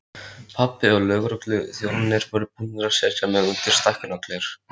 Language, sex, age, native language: Icelandic, male, 13, Icelandic